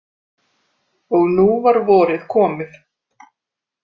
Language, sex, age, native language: Icelandic, female, 30-39, Icelandic